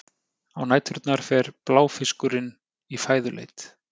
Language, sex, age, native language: Icelandic, male, 30-39, Icelandic